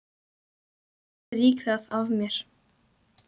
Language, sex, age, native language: Icelandic, male, 10, Icelandic